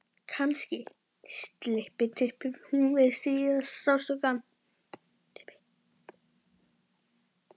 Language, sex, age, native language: Icelandic, male, 12, Icelandic